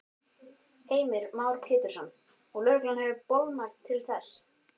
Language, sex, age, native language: Icelandic, male, 12, Icelandic